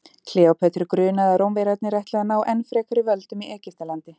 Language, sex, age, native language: Icelandic, female, 30-39, Icelandic